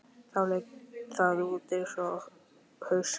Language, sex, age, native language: Icelandic, male, 12, Icelandic